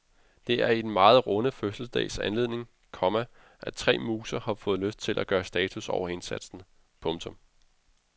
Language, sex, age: Danish, male, 32